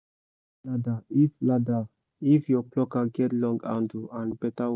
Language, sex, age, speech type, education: Nigerian Pidgin, male, 15-29, spontaneous, tertiary